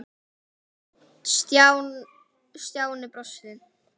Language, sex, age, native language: Icelandic, female, 10, Icelandic